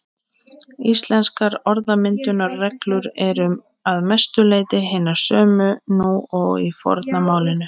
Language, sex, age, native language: Icelandic, female, 20-29, Icelandic